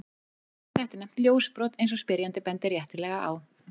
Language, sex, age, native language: Icelandic, female, 40-49, Icelandic